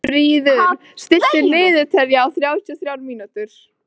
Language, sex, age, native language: Icelandic, female, 13, Icelandic